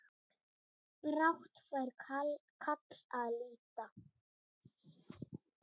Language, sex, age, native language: Icelandic, female, 7, Icelandic